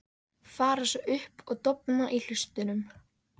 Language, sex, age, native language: Icelandic, female, 14, Icelandic